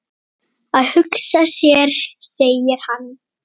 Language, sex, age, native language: Icelandic, female, 8, Icelandic